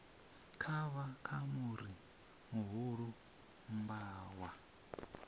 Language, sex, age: Venda, male, 27